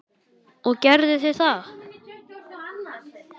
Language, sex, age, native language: Icelandic, male, 10, Icelandic